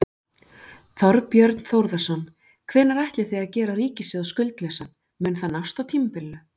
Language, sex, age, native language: Icelandic, female, 40-49, Icelandic